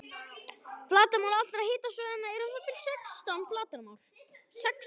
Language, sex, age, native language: Icelandic, male, 11, Icelandic